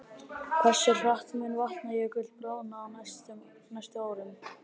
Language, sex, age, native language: Icelandic, male, 30-39, Icelandic